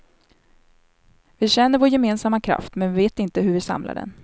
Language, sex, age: Swedish, female, 27